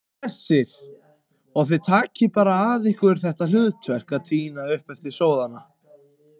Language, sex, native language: Icelandic, other, Icelandic